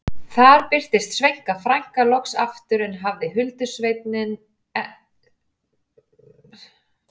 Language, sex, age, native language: Icelandic, female, 40-49, Icelandic